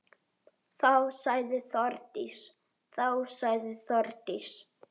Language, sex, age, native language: Icelandic, male, 8, Icelandic